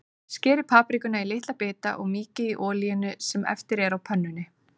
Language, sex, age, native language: Icelandic, female, 30-39, Icelandic